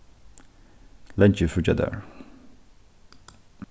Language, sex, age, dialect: Faroese, male, 15-35, Norðurstreymoy/Eysturoy